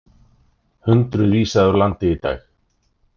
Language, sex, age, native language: Icelandic, male, 30-39, Icelandic